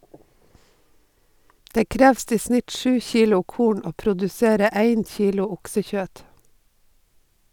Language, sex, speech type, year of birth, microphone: Norwegian, female, read, 1952, Sennheiser